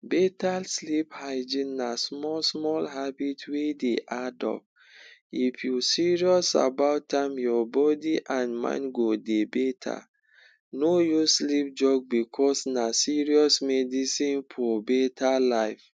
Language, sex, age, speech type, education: Nigerian Pidgin, male, 46-60, spontaneous, tertiary